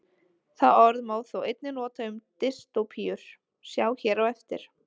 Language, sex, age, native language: Icelandic, female, 20-29, Icelandic